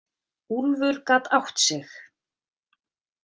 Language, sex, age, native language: Icelandic, female, 30-39, Icelandic